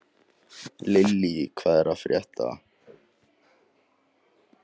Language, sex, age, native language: Icelandic, male, 18-19, Icelandic